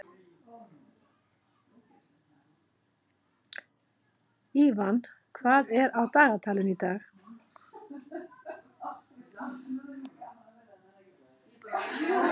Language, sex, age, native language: Icelandic, female, 50-59, Icelandic